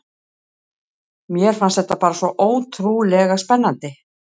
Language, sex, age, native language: Icelandic, female, 60-69, Icelandic